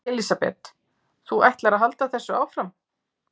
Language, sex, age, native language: Icelandic, female, 40-49, Icelandic